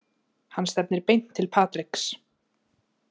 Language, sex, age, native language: Icelandic, female, 20-29, Icelandic